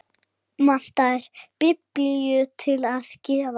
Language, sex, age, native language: Icelandic, female, 7, Icelandic